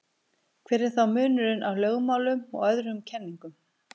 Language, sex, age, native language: Icelandic, female, 50-59, Icelandic